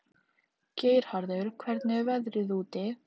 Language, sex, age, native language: Icelandic, female, 18-19, Icelandic